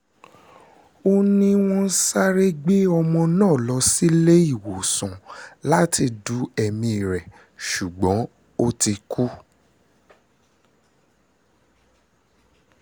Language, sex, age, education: Yoruba, male, 30-45, secondary